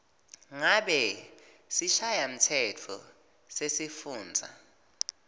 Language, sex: Swati, male